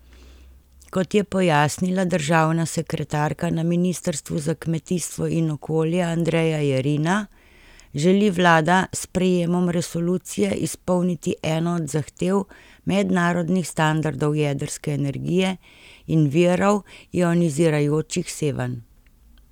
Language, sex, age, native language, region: Slovenian, female, 50-59, Slovenian, Central Slovenia